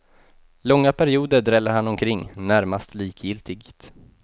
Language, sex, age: Swedish, male, 28